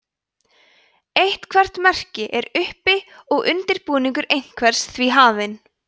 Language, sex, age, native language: Icelandic, female, 20-29, Icelandic